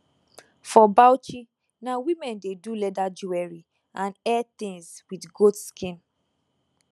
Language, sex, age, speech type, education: Nigerian Pidgin, female, 15-29, spontaneous, tertiary